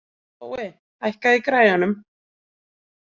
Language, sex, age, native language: Icelandic, female, 20-29, Icelandic